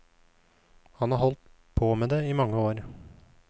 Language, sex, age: Norwegian, male, 29